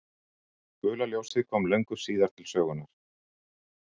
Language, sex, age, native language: Icelandic, male, 60-69, Icelandic